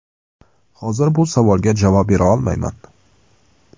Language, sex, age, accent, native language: Uzbek, male, 18-24, Andijon, Uzbek